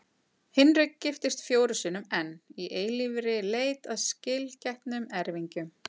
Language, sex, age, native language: Icelandic, female, 40-49, Icelandic